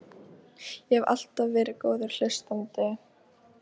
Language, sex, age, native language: Icelandic, female, 13, Icelandic